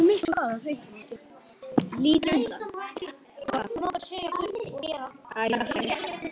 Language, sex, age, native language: Icelandic, male, 8, Icelandic